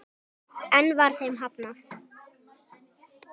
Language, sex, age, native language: Icelandic, female, 10, Icelandic